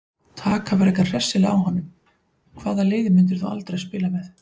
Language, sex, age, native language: Icelandic, female, 40-49, Icelandic